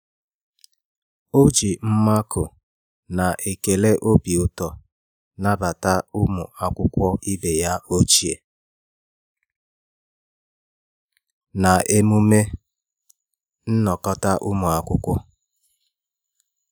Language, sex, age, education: Igbo, male, 30-45, tertiary